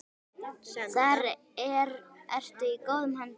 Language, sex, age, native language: Icelandic, female, 9, Icelandic